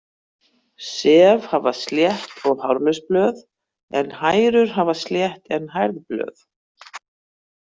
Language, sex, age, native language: Icelandic, female, 60-69, Icelandic